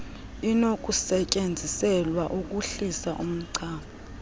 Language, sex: Xhosa, female